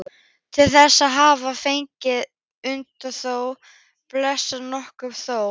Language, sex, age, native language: Icelandic, female, 13, Icelandic